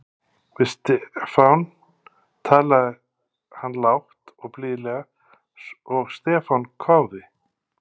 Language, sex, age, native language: Icelandic, male, 50-59, Icelandic